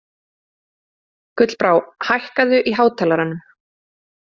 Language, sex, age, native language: Icelandic, female, 30-39, Icelandic